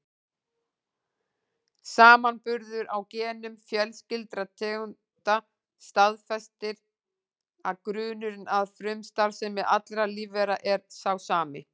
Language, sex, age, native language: Icelandic, female, 18-19, Icelandic